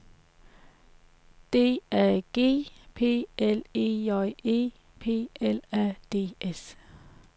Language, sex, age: Danish, female, 33